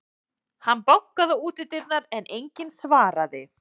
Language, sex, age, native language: Icelandic, male, 11, Icelandic